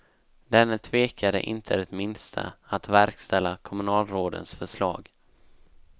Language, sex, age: Swedish, male, 19